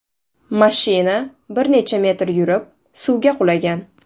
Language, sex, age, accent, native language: Uzbek, female, 18-24, Toshkent shahri, Uzbek